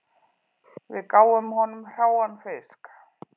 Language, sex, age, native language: Icelandic, female, 40-49, Icelandic